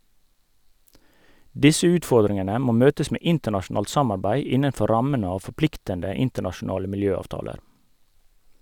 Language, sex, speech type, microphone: Norwegian, male, read, Sennheiser